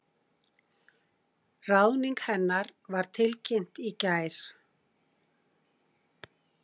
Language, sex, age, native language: Icelandic, female, 60-69, Icelandic